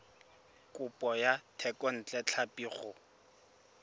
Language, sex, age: Tswana, male, 24